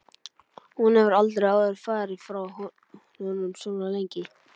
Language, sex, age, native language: Icelandic, male, 11, Icelandic